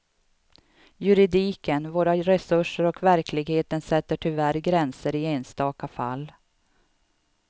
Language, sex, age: Swedish, female, 52